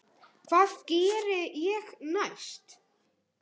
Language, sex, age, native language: Icelandic, male, 10, Icelandic